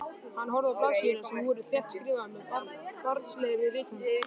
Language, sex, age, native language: Icelandic, male, 13, Icelandic